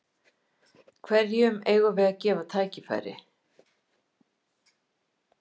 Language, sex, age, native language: Icelandic, female, 50-59, Icelandic